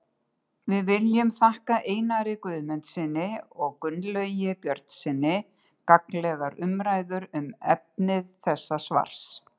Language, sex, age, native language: Icelandic, female, 60-69, Icelandic